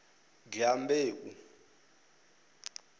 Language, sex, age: Venda, male, 22